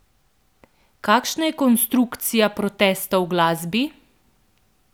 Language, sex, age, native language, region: Slovenian, female, 18-29, Slovenian, Central Slovenia